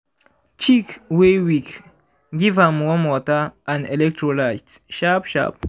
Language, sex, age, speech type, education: Nigerian Pidgin, male, 15-29, spontaneous, secondary